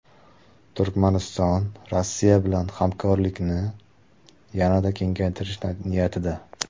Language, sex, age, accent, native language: Uzbek, male, 18-24, Surxondaryo, Uzbek